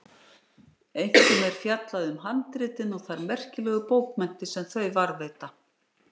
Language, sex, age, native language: Icelandic, female, 60-69, Icelandic